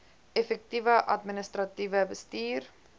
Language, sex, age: Afrikaans, female, 20